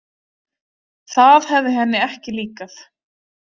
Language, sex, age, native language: Icelandic, female, 30-39, Icelandic